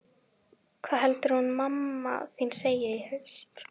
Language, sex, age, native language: Icelandic, female, 11, Icelandic